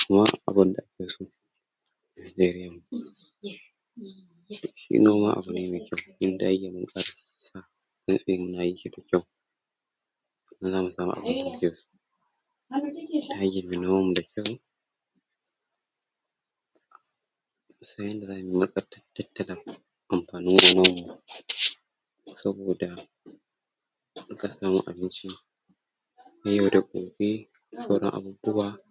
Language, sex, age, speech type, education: Hausa, male, 46-60, spontaneous, tertiary